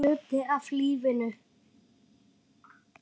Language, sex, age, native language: Icelandic, male, 8, Icelandic